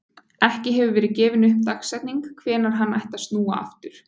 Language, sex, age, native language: Icelandic, female, 20-29, Icelandic